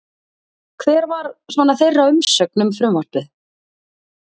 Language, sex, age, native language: Icelandic, female, 30-39, Icelandic